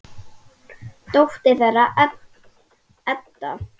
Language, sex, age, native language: Icelandic, female, 10, Icelandic